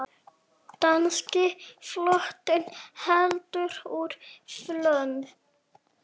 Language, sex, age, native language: Icelandic, male, 6, Icelandic